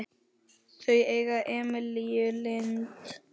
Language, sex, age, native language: Icelandic, male, 9, Icelandic